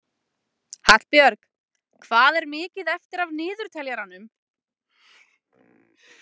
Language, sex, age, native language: Icelandic, female, 20-29, Icelandic